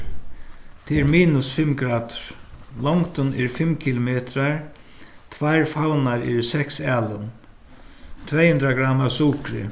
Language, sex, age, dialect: Faroese, male, 61+, Suðuroy